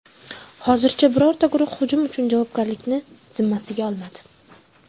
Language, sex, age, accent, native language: Uzbek, female, under 19, Jizzax, Uzbek